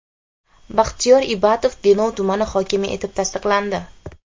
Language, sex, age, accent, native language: Uzbek, female, 18-24, Xorazm, Uzbek